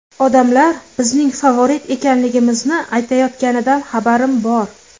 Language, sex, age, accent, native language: Uzbek, female, 25-34, Farg'ona, Uzbek